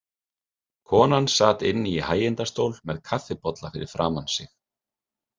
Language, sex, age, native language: Icelandic, male, 30-39, Icelandic